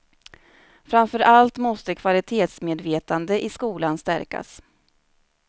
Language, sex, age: Swedish, female, 29